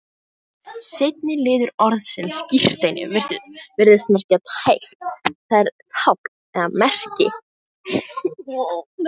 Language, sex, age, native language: Icelandic, female, 18-19, Icelandic